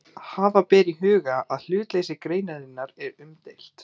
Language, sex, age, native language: Icelandic, male, 18-19, Icelandic